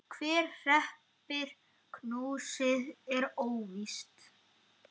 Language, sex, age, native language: Icelandic, male, 8, Icelandic